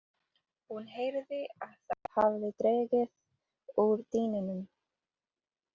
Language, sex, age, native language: Icelandic, female, 30-39, English